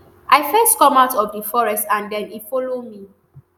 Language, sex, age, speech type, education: Nigerian Pidgin, male, 30-45, spontaneous, tertiary